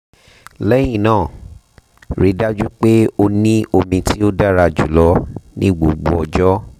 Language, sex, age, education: Yoruba, male, 30-45, tertiary